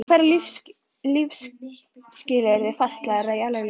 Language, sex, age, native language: Icelandic, female, 11, Icelandic